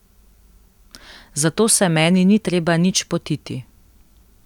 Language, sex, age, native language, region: Slovenian, female, 18-29, Slovenian, Central Slovenia